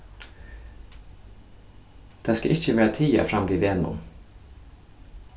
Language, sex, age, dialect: Faroese, male, 15-35, Suðurstreymoy